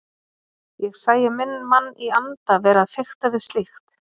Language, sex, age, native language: Icelandic, female, 30-39, Icelandic